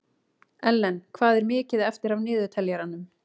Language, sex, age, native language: Icelandic, female, 18-19, Icelandic